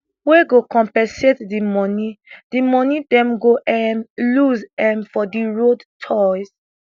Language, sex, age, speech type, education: Nigerian Pidgin, female, 15-29, spontaneous, tertiary